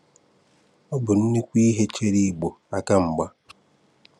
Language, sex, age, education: Igbo, male, 15-29, tertiary